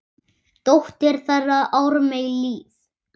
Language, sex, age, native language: Icelandic, male, 8, Icelandic